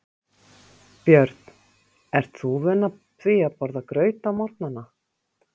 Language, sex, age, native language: Icelandic, female, 50-59, Icelandic